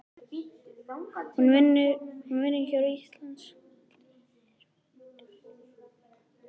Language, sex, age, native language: Icelandic, female, 11, Icelandic